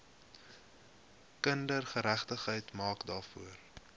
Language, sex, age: Afrikaans, male, 21